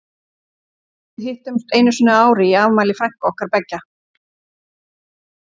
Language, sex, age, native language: Icelandic, female, 40-49, Icelandic